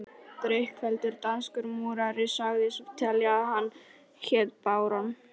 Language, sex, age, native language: Icelandic, male, 12, Polish